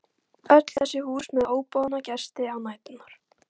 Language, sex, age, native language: Icelandic, female, 12, Icelandic